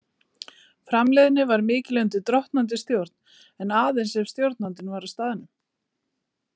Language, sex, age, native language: Icelandic, female, 40-49, Icelandic